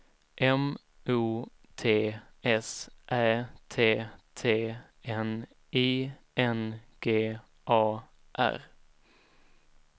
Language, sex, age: Swedish, male, 19